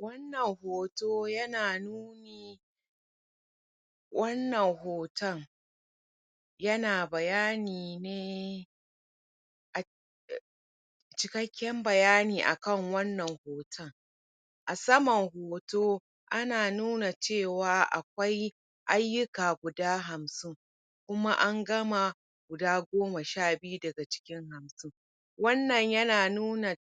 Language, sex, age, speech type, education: Hausa, female, 30-45, spontaneous, tertiary